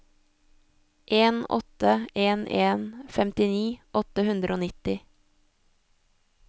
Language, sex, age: Norwegian, female, 24